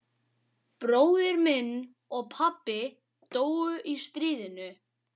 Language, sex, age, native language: Icelandic, male, 12, Icelandic